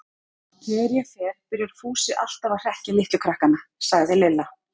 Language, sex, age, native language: Icelandic, female, 40-49, Icelandic